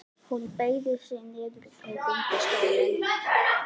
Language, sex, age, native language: Icelandic, female, 11, Icelandic